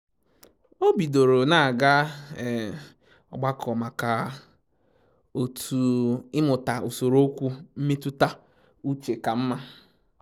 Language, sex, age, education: Igbo, male, 15-29, tertiary